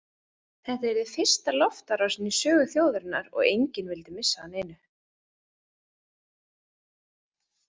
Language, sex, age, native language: Icelandic, female, 20-29, Icelandic